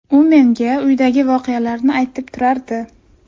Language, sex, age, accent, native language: Uzbek, female, 18-24, Toshkent viloyati, Uzbek